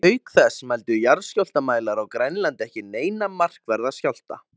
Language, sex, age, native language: Icelandic, male, 20-29, Icelandic